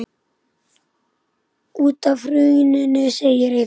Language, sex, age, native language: Icelandic, male, 10, Icelandic